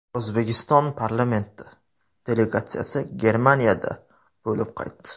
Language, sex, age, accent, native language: Uzbek, male, 25-34, Surxondaryo, Uzbek